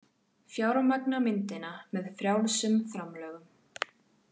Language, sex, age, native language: Icelandic, female, 18-19, Icelandic